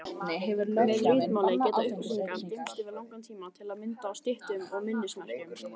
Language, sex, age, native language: Icelandic, other, 18-19, Icelandic